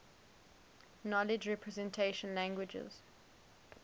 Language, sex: English, female